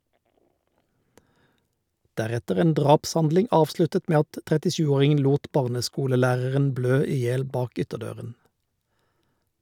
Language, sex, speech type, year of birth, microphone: Norwegian, male, read, 1951, Shure